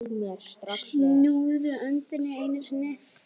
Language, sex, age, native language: Icelandic, male, 10, Icelandic